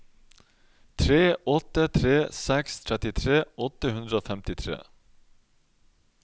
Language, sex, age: Norwegian, male, 31